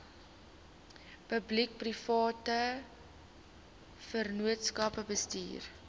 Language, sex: Afrikaans, female